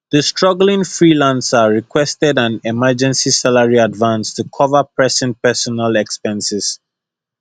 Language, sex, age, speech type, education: Nigerian Pidgin, male, 15-29, spontaneous, tertiary